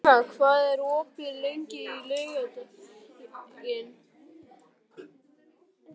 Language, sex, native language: Icelandic, male, Icelandic